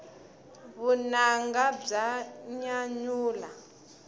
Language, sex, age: Tsonga, female, 20